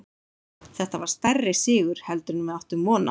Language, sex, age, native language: Icelandic, female, 30-39, Icelandic